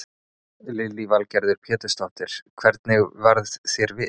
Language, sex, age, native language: Icelandic, male, 30-39, Icelandic